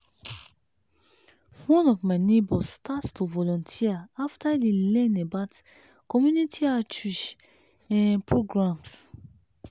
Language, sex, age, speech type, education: Nigerian Pidgin, female, 30-45, spontaneous, tertiary